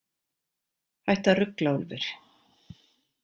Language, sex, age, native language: Icelandic, female, 40-49, Icelandic